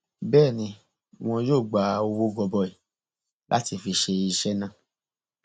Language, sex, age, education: Yoruba, male, 30-45, tertiary